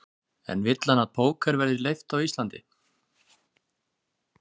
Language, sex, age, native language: Icelandic, male, 30-39, Icelandic